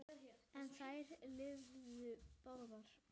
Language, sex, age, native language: Icelandic, female, 10, Icelandic